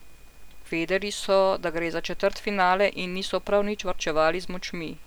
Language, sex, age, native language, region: Slovenian, female, 50-59, Slovenian, Central Slovenia